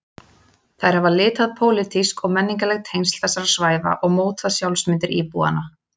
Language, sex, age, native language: Icelandic, female, 30-39, Icelandic